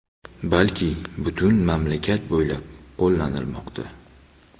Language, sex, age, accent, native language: Uzbek, male, 19-29, Toshkent viloyati, Uzbek